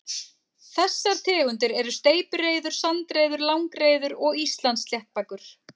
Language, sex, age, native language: Icelandic, female, 40-49, Icelandic